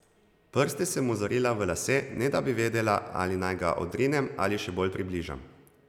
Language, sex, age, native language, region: Slovenian, male, 30-49, Slovenian, Zasavska region